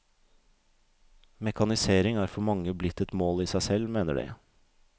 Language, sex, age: Norwegian, male, 32